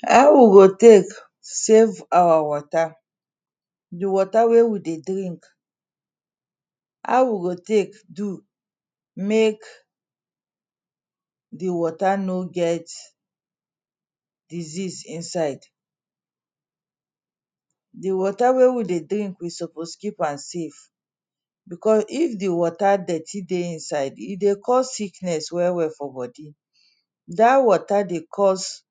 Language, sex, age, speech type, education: Nigerian Pidgin, female, 30-45, spontaneous, tertiary